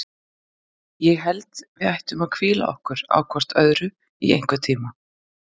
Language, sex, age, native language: Icelandic, female, 40-49, Icelandic